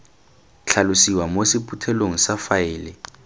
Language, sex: Tswana, male